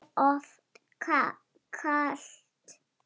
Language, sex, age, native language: Icelandic, female, 7, Lithuanian